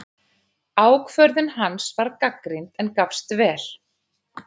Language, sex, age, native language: Icelandic, male, 11, Icelandic